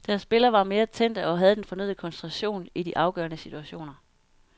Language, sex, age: Danish, female, 32